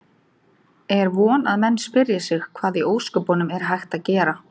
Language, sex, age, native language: Icelandic, female, 30-39, Icelandic